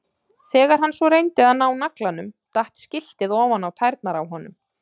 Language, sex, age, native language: Icelandic, female, 30-39, Icelandic